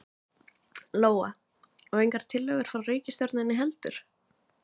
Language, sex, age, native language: Icelandic, other, 20-29, Icelandic